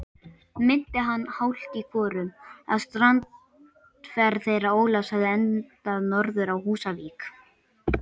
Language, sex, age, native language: Icelandic, male, 18-19, Icelandic